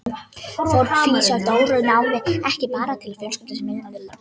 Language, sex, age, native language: Icelandic, female, 18-19, Danish